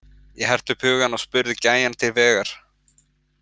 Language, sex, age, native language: Icelandic, male, 20-29, Icelandic